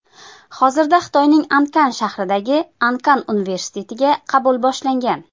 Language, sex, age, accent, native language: Uzbek, female, 25-34, Qashqadaryo, Uzbek